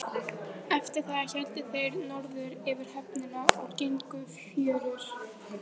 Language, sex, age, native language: Icelandic, female, 13, Icelandic